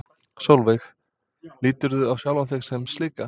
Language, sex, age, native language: Icelandic, male, 20-29, Serbo-Croatian